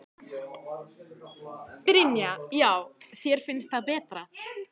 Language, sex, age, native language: Icelandic, female, 14, Icelandic